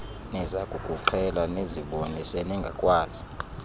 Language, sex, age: Xhosa, male, 31